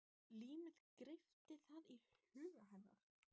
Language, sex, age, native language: Icelandic, female, 14, Icelandic